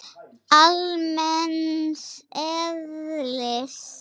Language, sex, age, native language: Icelandic, female, 6, Icelandic